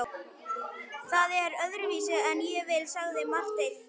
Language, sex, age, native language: Icelandic, male, 11, Icelandic